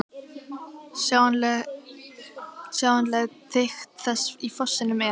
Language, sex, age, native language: Icelandic, female, 12, Icelandic